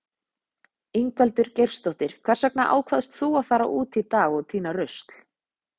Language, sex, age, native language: Icelandic, female, 20-29, Icelandic